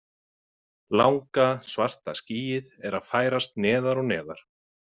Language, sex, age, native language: Icelandic, male, 30-39, Icelandic